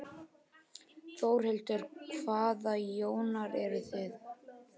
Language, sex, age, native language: Icelandic, male, 12, Icelandic